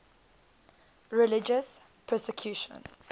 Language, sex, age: English, female, 19